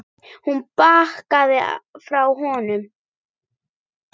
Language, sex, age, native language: Icelandic, female, 9, Icelandic